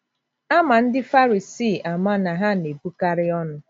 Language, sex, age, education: Igbo, female, 30-45, tertiary